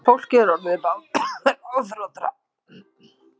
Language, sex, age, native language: Icelandic, female, 30-39, Icelandic